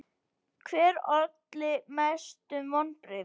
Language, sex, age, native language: Icelandic, female, 18-19, Icelandic